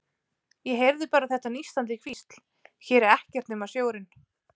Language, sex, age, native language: Icelandic, female, 30-39, Icelandic